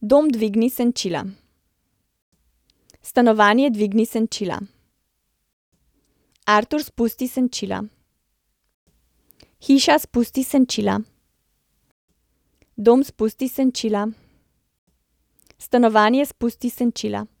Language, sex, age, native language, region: Slovenian, female, 30-49, Slovenian, Central Slovenia